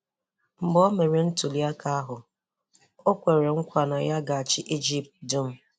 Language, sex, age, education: Igbo, female, 15-29, tertiary